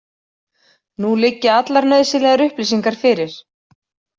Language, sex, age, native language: Icelandic, female, 40-49, Icelandic